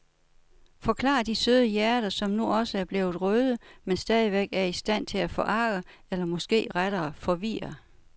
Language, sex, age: Danish, female, 61